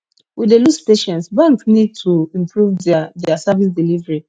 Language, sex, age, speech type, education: Nigerian Pidgin, female, 15-29, spontaneous, tertiary